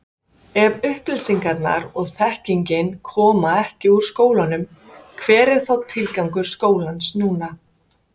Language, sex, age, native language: Icelandic, female, 50-59, Icelandic